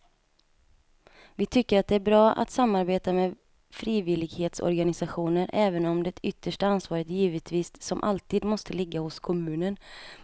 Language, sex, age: Swedish, female, 27